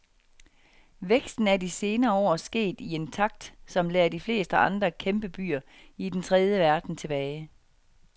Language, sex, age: Danish, female, 49